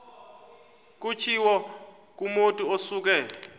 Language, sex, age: Xhosa, male, 24